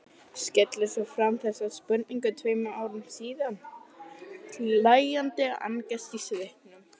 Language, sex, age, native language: Icelandic, female, 30-39, Icelandic